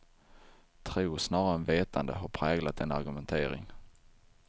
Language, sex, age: Swedish, male, 23